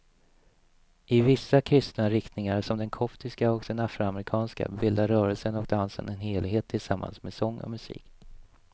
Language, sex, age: Swedish, male, 27